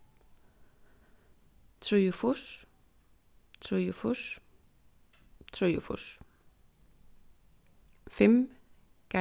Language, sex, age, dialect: Faroese, female, 15-35, Suðurstreymoy